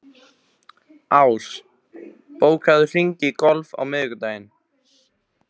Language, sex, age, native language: Icelandic, male, 15, Icelandic